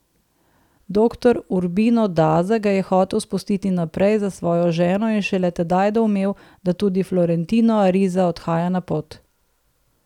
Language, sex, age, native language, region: Slovenian, female, 30-49, Slovenian, Southeast Slovenia